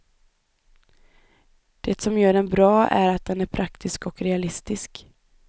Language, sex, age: Swedish, female, 25